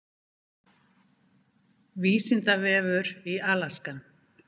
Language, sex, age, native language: Icelandic, female, 50-59, Icelandic